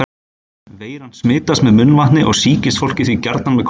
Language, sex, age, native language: Icelandic, male, 20-29, Icelandic